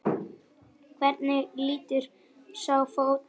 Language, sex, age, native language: Icelandic, female, 10, Icelandic